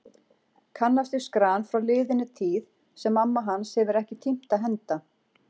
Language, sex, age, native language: Icelandic, female, 40-49, Icelandic